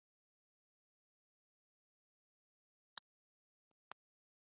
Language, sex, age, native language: Icelandic, female, 30-39, Icelandic